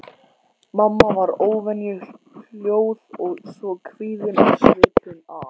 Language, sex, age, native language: Icelandic, male, 14, Icelandic